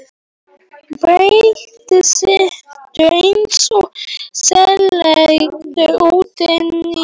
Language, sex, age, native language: Icelandic, male, 18-19, Polish